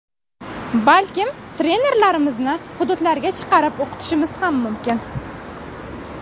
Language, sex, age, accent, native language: Uzbek, female, 18-24, Navoiy, Uzbek